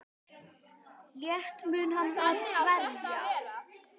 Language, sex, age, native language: Icelandic, male, 10, Icelandic